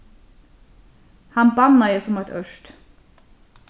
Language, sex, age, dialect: Faroese, female, 36-60, Norðurstreymoy/Eysturoy